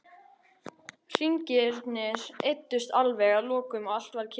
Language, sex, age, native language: Icelandic, female, 13, Icelandic